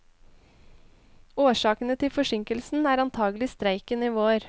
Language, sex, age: Norwegian, female, 21